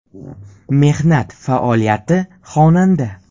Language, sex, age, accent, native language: Uzbek, male, 12-17, Surxondaryo, Uzbek